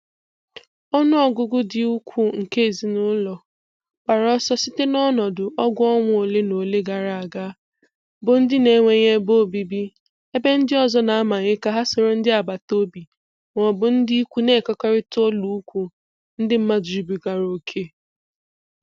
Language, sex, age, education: Igbo, female, 15-29, tertiary